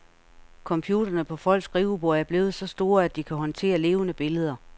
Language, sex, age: Danish, female, 48